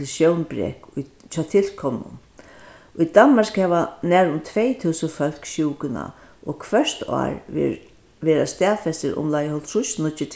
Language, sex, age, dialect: Faroese, female, 61+, Vágar